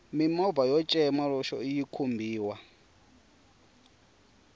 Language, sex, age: Tsonga, male, 24